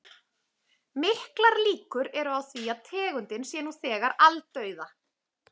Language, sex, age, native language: Icelandic, female, 30-39, Icelandic